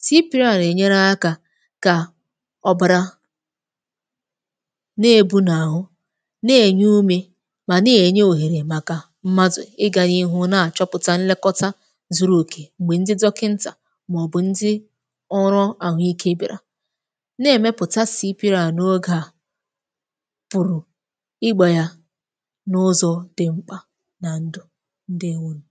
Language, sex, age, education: Igbo, female, 15-29, tertiary